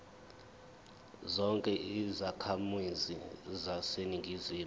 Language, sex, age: Zulu, male, 21